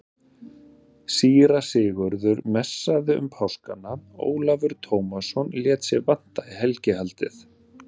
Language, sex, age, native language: Icelandic, male, 30-39, Icelandic